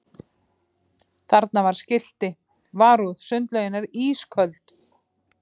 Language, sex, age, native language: Icelandic, female, 50-59, Icelandic